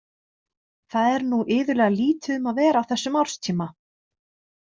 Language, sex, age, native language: Icelandic, female, 30-39, Icelandic